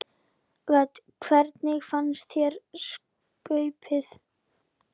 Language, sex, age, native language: Icelandic, female, 10, Icelandic